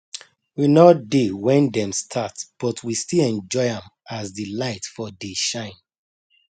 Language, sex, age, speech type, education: Nigerian Pidgin, male, 30-45, spontaneous, tertiary